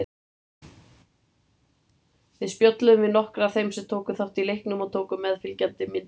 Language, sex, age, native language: Icelandic, male, 30-39, Icelandic